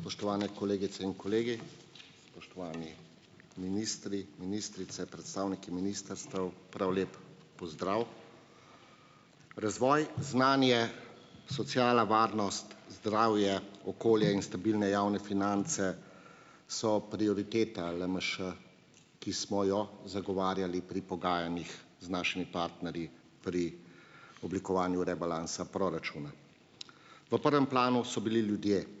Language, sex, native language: Slovenian, male, Slovenian